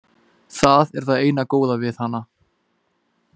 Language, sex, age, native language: Icelandic, male, 20-29, Icelandic